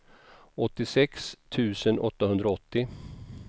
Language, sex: Swedish, male